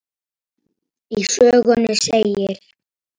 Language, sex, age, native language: Icelandic, male, 8, Icelandic